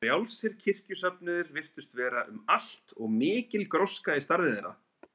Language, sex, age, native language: Icelandic, male, 30-39, Icelandic